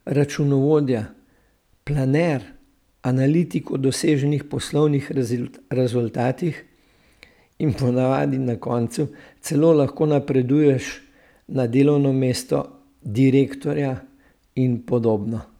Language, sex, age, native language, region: Slovenian, male, 60+, Slovenian, Central Slovenia